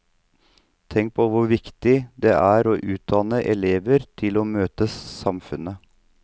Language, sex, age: Norwegian, male, 39